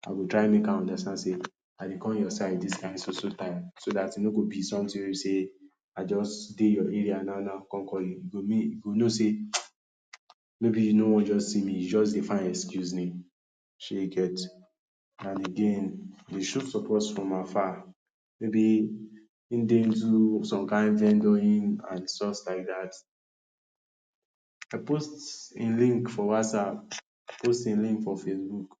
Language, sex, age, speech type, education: Nigerian Pidgin, male, 30-45, spontaneous, tertiary